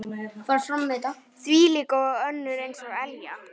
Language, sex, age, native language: Icelandic, male, 9, Icelandic